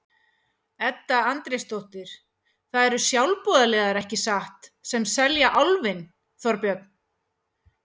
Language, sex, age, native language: Icelandic, female, 40-49, Icelandic